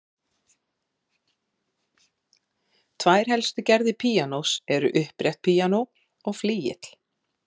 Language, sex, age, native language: Icelandic, female, 40-49, Icelandic